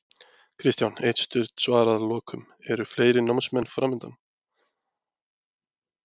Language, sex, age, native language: Icelandic, male, 20-29, Icelandic